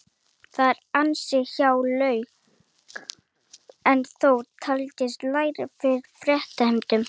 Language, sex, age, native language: Icelandic, female, 18-19, Icelandic